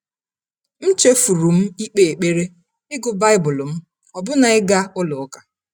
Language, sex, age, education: Igbo, female, 30-45, tertiary